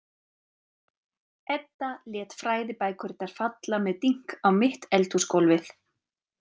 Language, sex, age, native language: Icelandic, female, 30-39, Icelandic